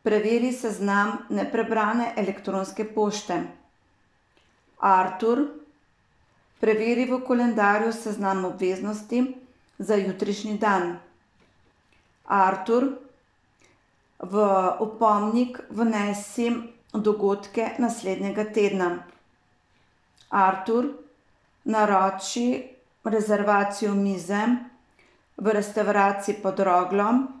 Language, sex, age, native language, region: Slovenian, female, 50-59, Slovenian, Savinja region